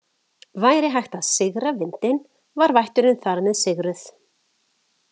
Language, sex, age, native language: Icelandic, female, 40-49, Icelandic